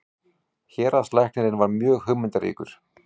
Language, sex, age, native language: Icelandic, male, 40-49, Icelandic